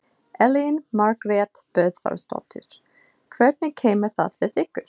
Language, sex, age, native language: Icelandic, female, 40-49, English